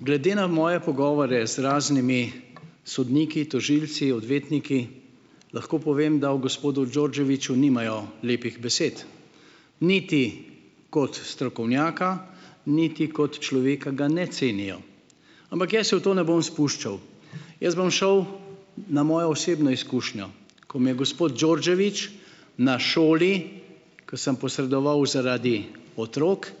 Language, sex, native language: Slovenian, male, Slovenian